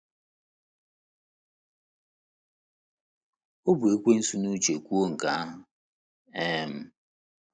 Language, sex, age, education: Igbo, male, 30-45, tertiary